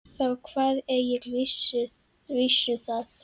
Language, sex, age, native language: Icelandic, female, 10, Icelandic